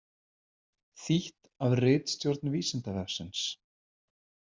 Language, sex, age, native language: Icelandic, male, 40-49, Icelandic